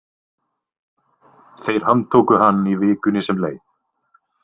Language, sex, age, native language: Icelandic, male, 20-29, Icelandic